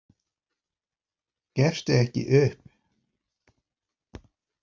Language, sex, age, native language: Icelandic, male, 50-59, Polish